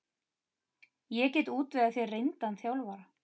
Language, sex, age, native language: Icelandic, female, 30-39, Icelandic